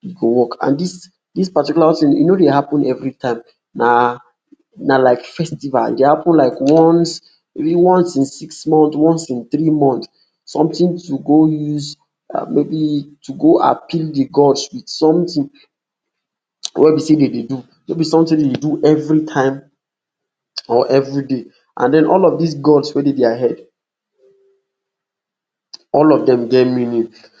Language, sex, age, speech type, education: Nigerian Pidgin, male, 46-60, spontaneous, tertiary